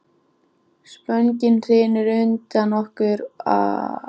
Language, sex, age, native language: Icelandic, female, 14, Icelandic